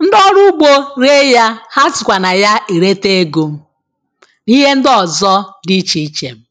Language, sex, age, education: Igbo, female, 15-29, tertiary